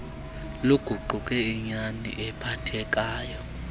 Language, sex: Xhosa, male